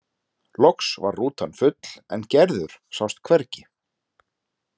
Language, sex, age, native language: Icelandic, male, 30-39, Icelandic